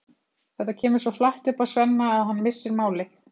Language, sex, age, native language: Icelandic, female, 30-39, Icelandic